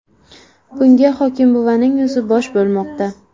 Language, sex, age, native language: Uzbek, female, 18-24, Uzbek